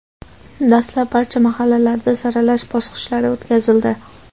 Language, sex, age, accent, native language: Uzbek, female, 18-24, Andijon, Uzbek